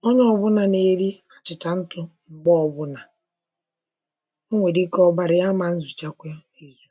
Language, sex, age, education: Igbo, female, 30-45, primary